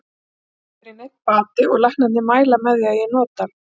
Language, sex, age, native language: Icelandic, female, 40-49, Icelandic